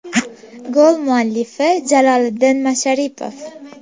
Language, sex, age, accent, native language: Uzbek, female, 18-24, Farg'ona, Uzbek